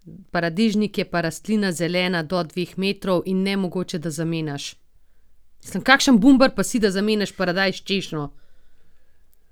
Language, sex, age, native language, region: Slovenian, female, 30-49, Slovenian, Gorenjska region